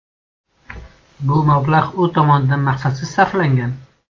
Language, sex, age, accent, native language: Uzbek, male, 18-24, Surxondaryo, Uzbek